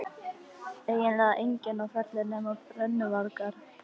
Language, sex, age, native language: Icelandic, other, 13, Icelandic